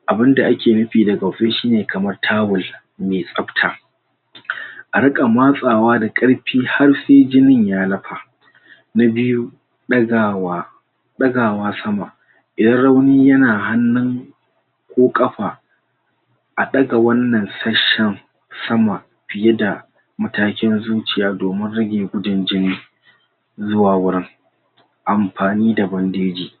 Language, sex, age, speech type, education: Hausa, male, 46-60, spontaneous, tertiary